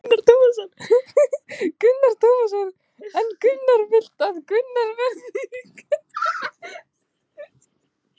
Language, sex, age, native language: Icelandic, female, 16, Icelandic